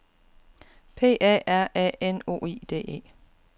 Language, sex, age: Danish, female, 41